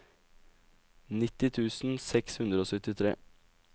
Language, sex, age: Norwegian, male, 20